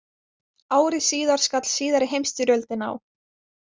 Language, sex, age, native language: Icelandic, female, 20-29, Icelandic